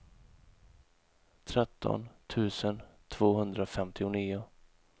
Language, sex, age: Swedish, male, 31